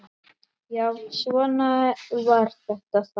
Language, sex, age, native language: Icelandic, male, 8, Icelandic